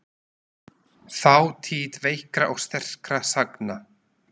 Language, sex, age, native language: Icelandic, male, 40-49, Slovak